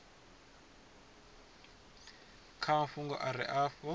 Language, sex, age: Venda, male, 20